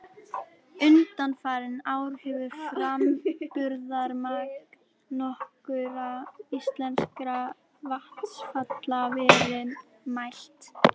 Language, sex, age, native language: Icelandic, female, 11, Icelandic